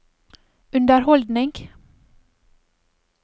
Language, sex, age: Norwegian, female, 28